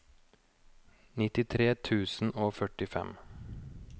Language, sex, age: Norwegian, male, 29